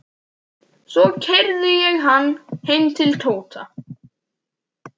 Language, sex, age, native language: Icelandic, male, 12, Icelandic